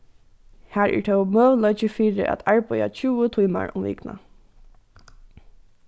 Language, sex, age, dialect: Faroese, female, 15-35, Norðuroyggjar